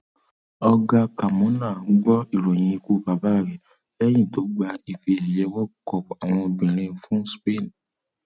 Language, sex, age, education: Yoruba, male, 30-45, secondary